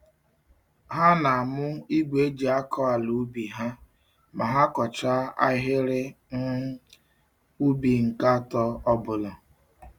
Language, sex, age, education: Igbo, male, 46-60, tertiary